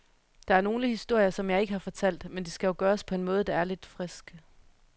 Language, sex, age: Danish, female, 31